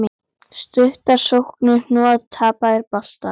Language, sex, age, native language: Icelandic, female, 9, Icelandic